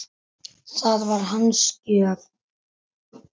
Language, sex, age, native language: Icelandic, male, 10, Icelandic